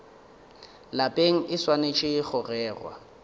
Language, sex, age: Northern Sotho, male, 30